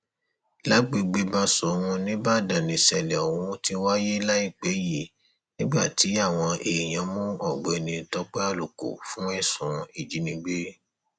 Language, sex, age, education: Yoruba, male, 30-45, tertiary